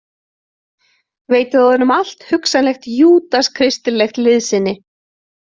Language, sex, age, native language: Icelandic, female, 30-39, Icelandic